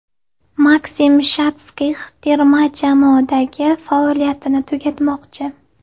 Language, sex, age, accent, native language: Uzbek, female, 18-24, Navoiy, Uzbek